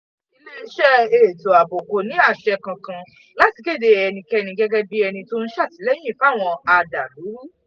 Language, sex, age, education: Yoruba, female, 15-29, tertiary